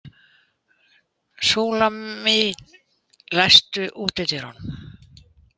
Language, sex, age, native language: Icelandic, female, 80-89, Icelandic